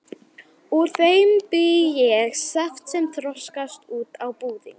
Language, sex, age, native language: Icelandic, female, 11, Icelandic